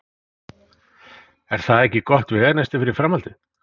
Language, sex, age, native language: Icelandic, male, 40-49, Icelandic